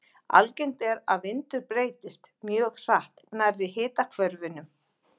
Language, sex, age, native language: Icelandic, female, 40-49, Icelandic